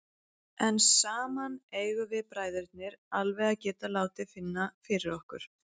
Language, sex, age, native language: Icelandic, female, 30-39, Icelandic